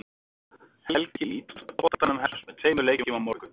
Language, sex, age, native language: Icelandic, male, 40-49, Icelandic